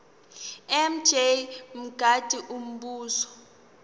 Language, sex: Zulu, female